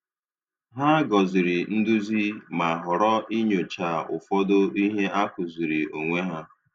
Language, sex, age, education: Igbo, male, 30-45, tertiary